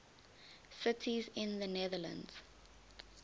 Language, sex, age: English, female, 20